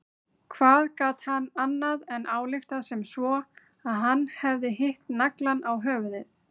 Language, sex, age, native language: Icelandic, female, 30-39, Icelandic